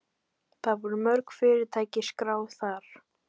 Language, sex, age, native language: Icelandic, female, 18-19, Icelandic